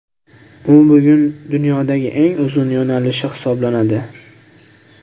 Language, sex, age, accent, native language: Uzbek, male, 18-24, Andijon, Uzbek